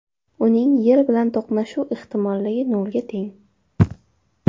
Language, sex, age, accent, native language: Uzbek, female, 12-17, Toshkent shahri, Uzbek